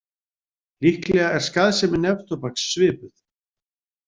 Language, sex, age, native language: Icelandic, male, 40-49, Icelandic